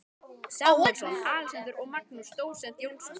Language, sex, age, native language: Icelandic, male, 12, Icelandic